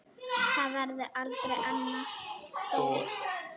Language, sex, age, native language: Icelandic, female, 9, Icelandic